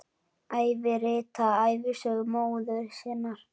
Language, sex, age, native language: Icelandic, male, 10, Icelandic